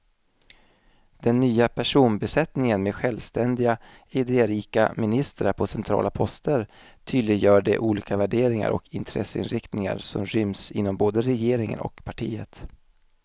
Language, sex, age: Swedish, male, 27